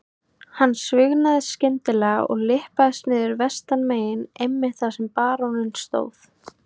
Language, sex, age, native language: Icelandic, female, 18-19, Icelandic